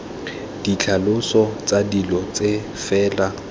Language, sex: Tswana, male